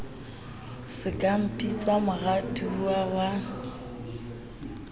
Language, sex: Southern Sotho, female